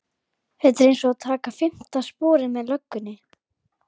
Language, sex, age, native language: Icelandic, female, 11, Icelandic